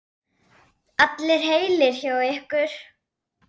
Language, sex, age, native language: Icelandic, female, 9, Icelandic